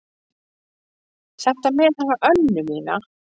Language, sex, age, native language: Icelandic, female, 50-59, Icelandic